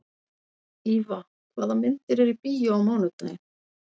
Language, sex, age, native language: Icelandic, female, 40-49, Icelandic